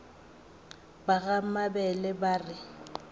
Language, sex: Northern Sotho, female